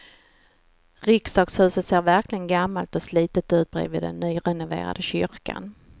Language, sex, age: Swedish, female, 49